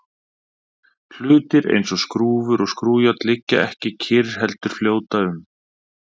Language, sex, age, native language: Icelandic, male, 30-39, Icelandic